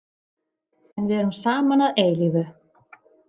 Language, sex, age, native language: Icelandic, female, 40-49, Icelandic